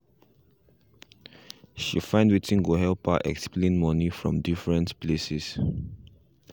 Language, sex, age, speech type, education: Nigerian Pidgin, male, 15-29, spontaneous, tertiary